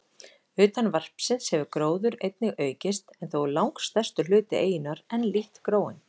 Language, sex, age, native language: Icelandic, female, 30-39, Icelandic